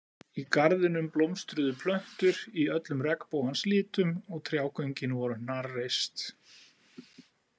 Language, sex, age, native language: Icelandic, male, 40-49, Icelandic